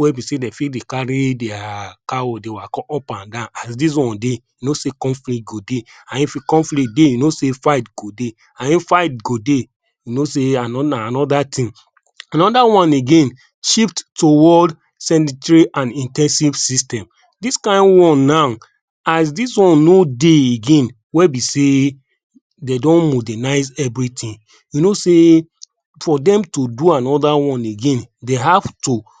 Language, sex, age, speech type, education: Nigerian Pidgin, male, 30-45, spontaneous, tertiary